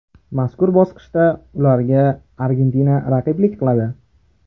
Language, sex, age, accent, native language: Uzbek, male, 18-24, Farg'ona, Uzbek